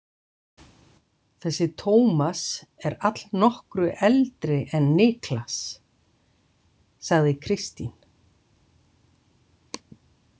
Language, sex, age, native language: Icelandic, female, 60-69, Icelandic